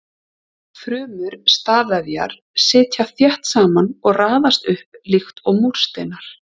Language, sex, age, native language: Icelandic, female, 30-39, Icelandic